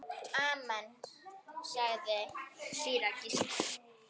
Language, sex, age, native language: Icelandic, female, 9, Icelandic